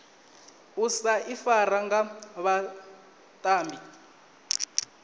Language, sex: Venda, male